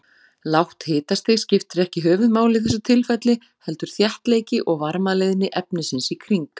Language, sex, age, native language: Icelandic, female, 40-49, Icelandic